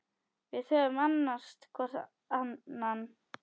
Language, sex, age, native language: Icelandic, female, 10, Icelandic